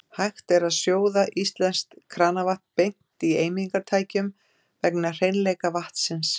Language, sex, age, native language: Icelandic, female, 50-59, Icelandic